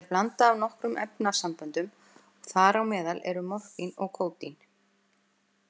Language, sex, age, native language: Icelandic, female, 50-59, Icelandic